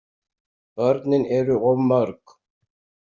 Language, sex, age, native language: Icelandic, male, 60-69, Icelandic